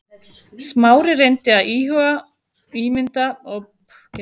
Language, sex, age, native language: Icelandic, female, 11, Icelandic